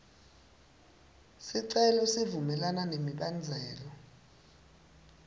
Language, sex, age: Swati, male, 19